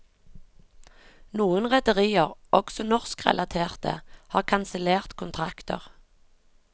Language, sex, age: Norwegian, female, 36